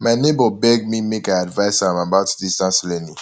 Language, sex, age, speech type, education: Nigerian Pidgin, male, 15-29, spontaneous, tertiary